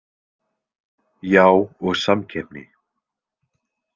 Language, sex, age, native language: Icelandic, male, 20-29, Icelandic